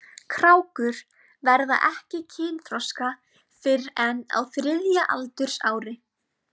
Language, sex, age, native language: Icelandic, female, 20-29, Icelandic